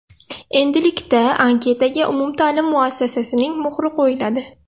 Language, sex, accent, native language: Uzbek, female, Surxondaryo, Russian